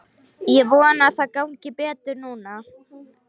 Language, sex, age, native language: Icelandic, female, 18-19, Icelandic